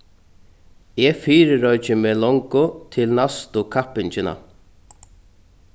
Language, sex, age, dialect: Faroese, male, 36-60, Norðurstreymoy/Eysturoy